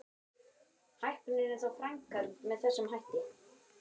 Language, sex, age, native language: Icelandic, male, 12, Icelandic